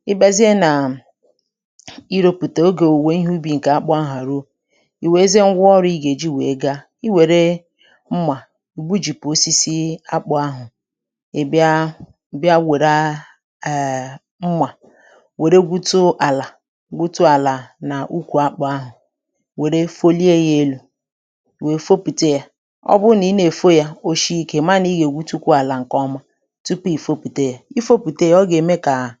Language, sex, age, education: Igbo, male, 30-45, tertiary